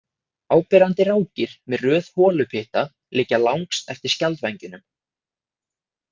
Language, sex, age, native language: Icelandic, male, 20-29, Icelandic